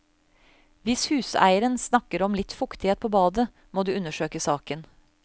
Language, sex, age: Norwegian, female, 35